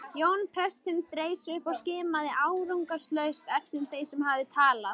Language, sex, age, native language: Icelandic, female, 18-19, Icelandic